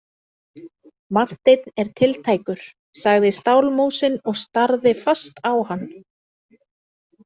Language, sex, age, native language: Icelandic, female, 30-39, Icelandic